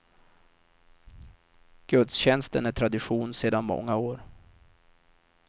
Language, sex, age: Swedish, male, 32